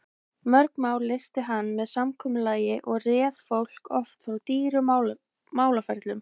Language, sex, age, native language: Icelandic, female, 20-29, Icelandic